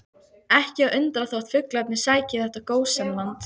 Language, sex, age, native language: Icelandic, female, 15, Icelandic